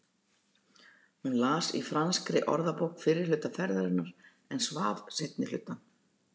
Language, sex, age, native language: Icelandic, female, 60-69, Icelandic